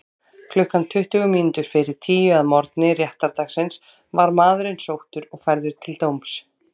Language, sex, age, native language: Icelandic, female, 30-39, Icelandic